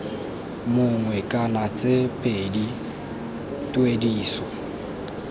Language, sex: Tswana, male